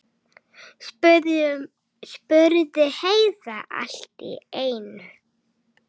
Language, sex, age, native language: Icelandic, female, 6, Icelandic